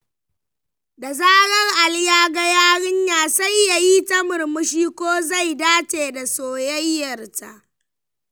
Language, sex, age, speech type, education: Hausa, female, 15-29, read, primary